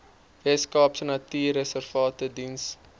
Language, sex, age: Afrikaans, male, 23